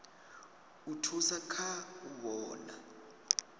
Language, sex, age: Venda, male, 22